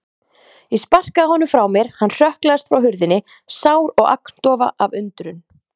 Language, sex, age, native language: Icelandic, female, 30-39, Icelandic